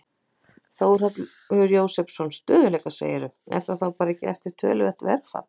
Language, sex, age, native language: Icelandic, female, 40-49, Icelandic